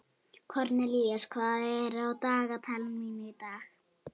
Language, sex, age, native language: Icelandic, male, 11, Icelandic